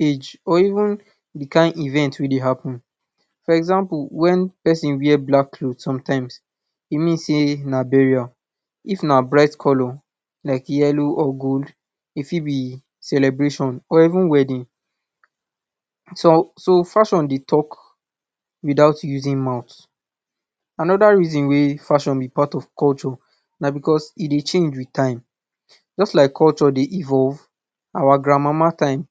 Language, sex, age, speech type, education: Nigerian Pidgin, male, 15-29, spontaneous, tertiary